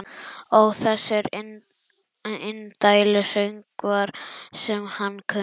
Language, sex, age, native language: Icelandic, male, 11, Icelandic